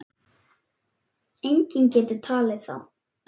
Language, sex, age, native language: Icelandic, male, 9, Icelandic